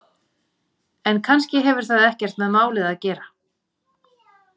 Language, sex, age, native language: Icelandic, female, 40-49, Icelandic